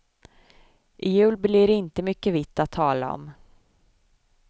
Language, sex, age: Swedish, female, 24